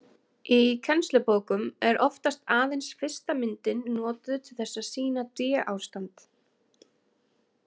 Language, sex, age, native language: Icelandic, female, 20-29, Icelandic